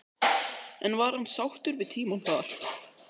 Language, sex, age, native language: Icelandic, male, 13, Icelandic